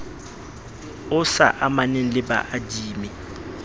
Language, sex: Southern Sotho, male